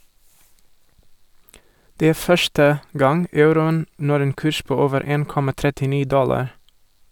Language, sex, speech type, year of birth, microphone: Norwegian, male, read, 1978, Sennheiser